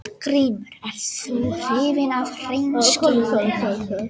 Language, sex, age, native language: Icelandic, female, 18-19, Danish